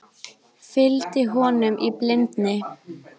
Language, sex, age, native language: Icelandic, female, 20-29, Icelandic